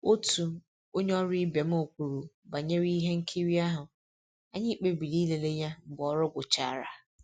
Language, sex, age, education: Igbo, female, 30-45, tertiary